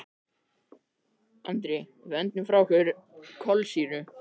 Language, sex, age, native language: Icelandic, male, 13, Icelandic